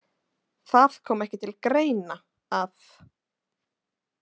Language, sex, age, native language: Icelandic, female, 20-29, Icelandic